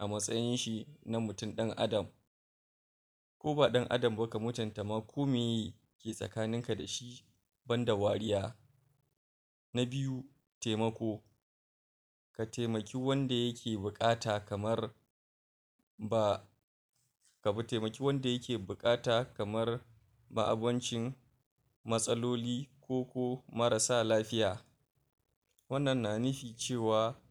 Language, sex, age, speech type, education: Hausa, male, 46-60, spontaneous, tertiary